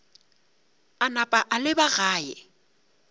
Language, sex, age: Northern Sotho, female, 35